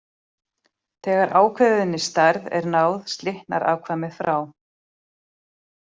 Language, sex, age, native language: Icelandic, female, 40-49, Icelandic